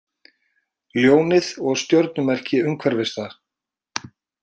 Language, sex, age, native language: Icelandic, male, 40-49, Icelandic